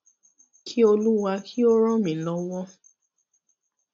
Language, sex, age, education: Yoruba, female, 15-29, tertiary